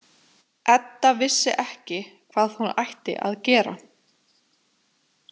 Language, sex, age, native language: Icelandic, female, 20-29, Icelandic